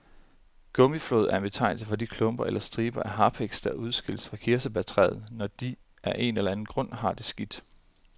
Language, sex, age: Danish, male, 30